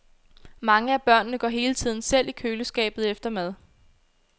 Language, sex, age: Danish, female, 22